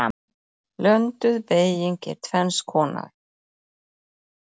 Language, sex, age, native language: Icelandic, female, 9, Icelandic